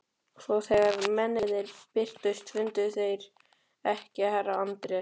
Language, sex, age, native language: Icelandic, male, 12, Icelandic